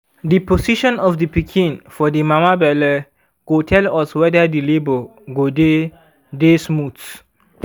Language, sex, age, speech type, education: Nigerian Pidgin, male, 15-29, spontaneous, secondary